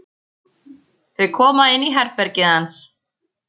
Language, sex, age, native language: Icelandic, female, 14, Icelandic